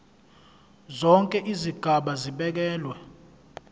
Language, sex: Zulu, male